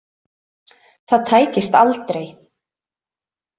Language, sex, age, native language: Icelandic, female, 30-39, Icelandic